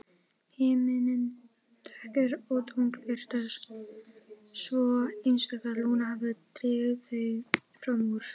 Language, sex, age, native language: Icelandic, female, 18-19, Icelandic